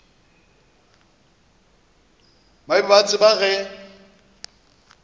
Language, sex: Northern Sotho, male